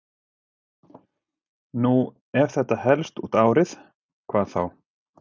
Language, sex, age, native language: Icelandic, male, 40-49, Icelandic